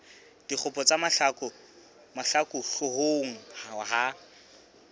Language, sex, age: Southern Sotho, male, 26